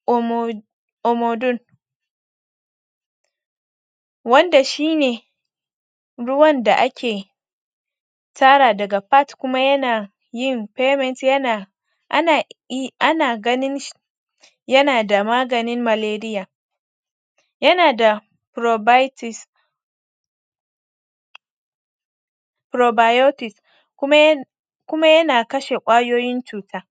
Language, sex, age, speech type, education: Hausa, female, 46-60, spontaneous, tertiary